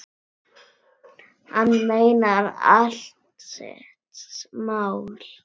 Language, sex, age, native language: Icelandic, female, 9, Icelandic